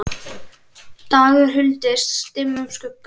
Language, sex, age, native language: Icelandic, female, 10, Icelandic